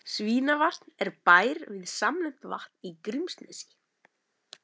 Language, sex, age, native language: Icelandic, female, 30-39, Icelandic